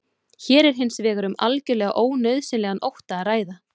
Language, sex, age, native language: Icelandic, female, 30-39, Icelandic